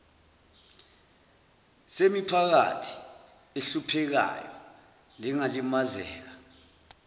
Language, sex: Zulu, male